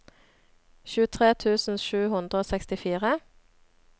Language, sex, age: Norwegian, female, 26